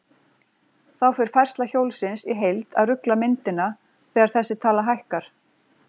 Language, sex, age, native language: Icelandic, female, 40-49, Icelandic